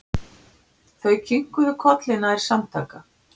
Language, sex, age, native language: Icelandic, female, 60-69, Icelandic